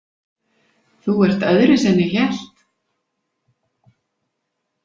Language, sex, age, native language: Icelandic, female, 50-59, Icelandic